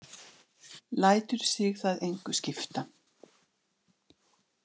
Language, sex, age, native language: Icelandic, female, 60-69, Icelandic